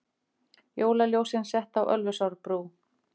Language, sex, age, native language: Icelandic, female, 50-59, Icelandic